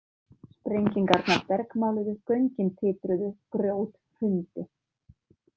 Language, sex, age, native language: Icelandic, female, 30-39, Icelandic